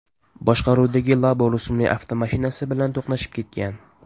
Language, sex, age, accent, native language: Uzbek, male, 18-24, Toshkent shahri, Uzbek